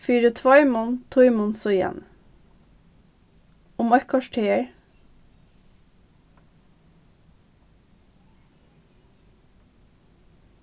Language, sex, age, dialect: Faroese, female, 15-35, Norðurstreymoy/Eysturoy